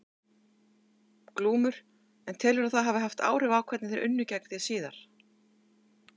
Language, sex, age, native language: Icelandic, female, 50-59, Icelandic